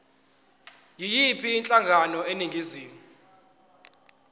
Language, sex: Zulu, male